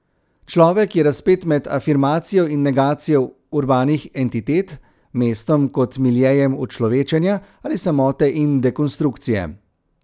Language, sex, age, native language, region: Slovenian, male, 30-49, Slovenian, Central Slovenia